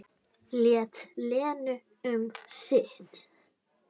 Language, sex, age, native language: Icelandic, female, 10, Icelandic